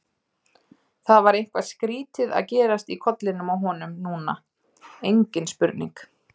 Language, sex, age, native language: Icelandic, female, 30-39, Icelandic